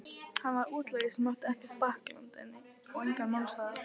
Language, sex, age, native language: Icelandic, female, 11, Icelandic